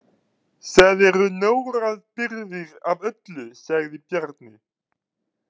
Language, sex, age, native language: Icelandic, male, 30-39, Icelandic